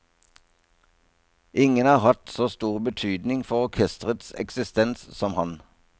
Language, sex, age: Norwegian, male, 57